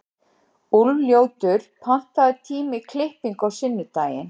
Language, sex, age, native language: Icelandic, female, 60-69, Icelandic